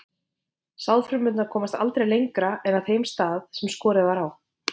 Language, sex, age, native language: Icelandic, female, 50-59, Icelandic